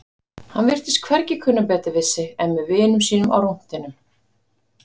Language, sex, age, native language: Icelandic, female, 50-59, Icelandic